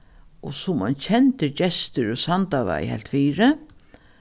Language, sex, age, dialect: Faroese, female, 36-60, Norðuroyggjar